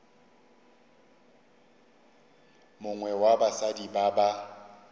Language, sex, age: Northern Sotho, male, 35